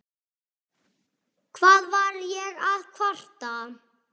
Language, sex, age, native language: Icelandic, male, 6, Icelandic